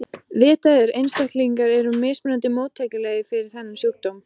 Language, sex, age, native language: Icelandic, female, 14, Icelandic